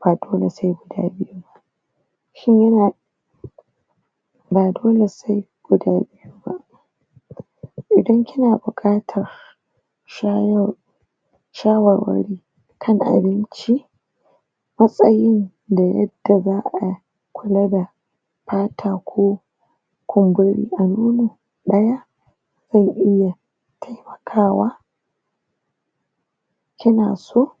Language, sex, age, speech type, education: Hausa, female, 30-45, spontaneous, tertiary